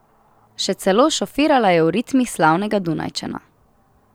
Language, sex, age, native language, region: Slovenian, female, 18-29, Slovenian, Southeast Slovenia